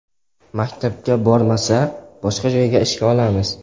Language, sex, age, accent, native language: Uzbek, male, 12-17, Jizzax, Uzbek